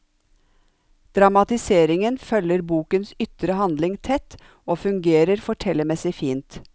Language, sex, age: Norwegian, female, 45